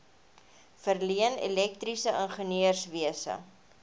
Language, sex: Afrikaans, female